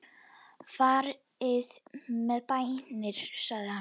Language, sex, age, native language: Icelandic, female, 10, Icelandic